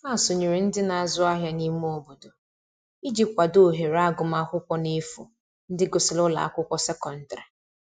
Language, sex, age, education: Igbo, female, 30-45, tertiary